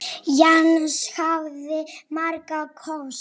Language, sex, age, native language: Icelandic, female, 7, Polish